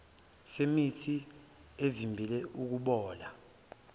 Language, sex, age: Zulu, male, 23